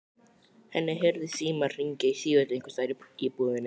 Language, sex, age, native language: Icelandic, male, 12, Icelandic